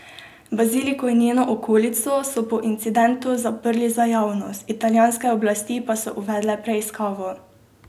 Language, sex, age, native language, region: Slovenian, female, 18-29, Slovenian, Drava region